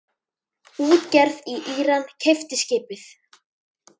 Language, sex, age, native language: Icelandic, male, 10, Icelandic